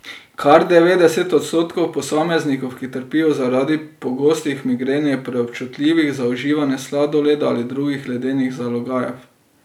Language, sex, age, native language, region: Slovenian, male, 30-49, Slovenian, Drava region